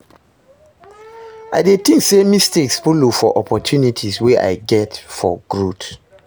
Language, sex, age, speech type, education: Nigerian Pidgin, male, 30-45, read, secondary